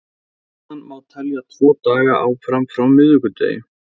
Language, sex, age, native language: Icelandic, male, 20-29, Icelandic